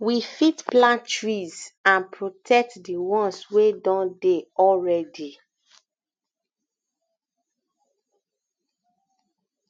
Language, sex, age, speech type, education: Nigerian Pidgin, female, 15-29, spontaneous, tertiary